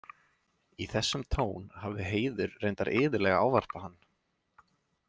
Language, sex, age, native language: Icelandic, male, 20-29, Icelandic